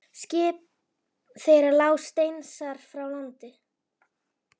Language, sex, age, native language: Icelandic, female, 11, Icelandic